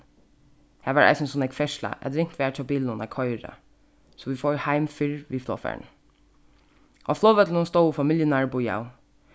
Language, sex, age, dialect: Faroese, female, 15-35, Suðurstreymoy